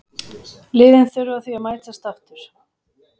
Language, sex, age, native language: Icelandic, female, 40-49, Icelandic